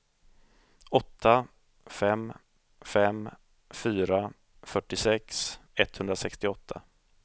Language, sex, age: Swedish, male, 30